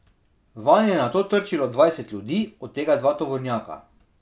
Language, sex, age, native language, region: Slovenian, male, 30-49, Slovenian, Drava region